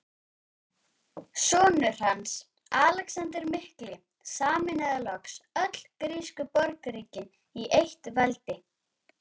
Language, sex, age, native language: Icelandic, female, 18-19, Icelandic